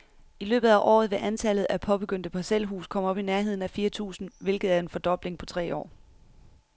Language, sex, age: Danish, female, 31